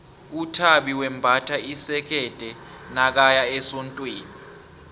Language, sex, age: South Ndebele, male, 23